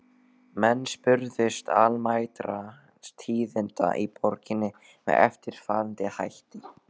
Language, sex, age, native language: Icelandic, male, 12, Icelandic